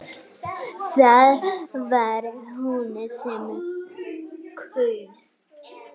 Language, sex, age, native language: Icelandic, male, 8, Icelandic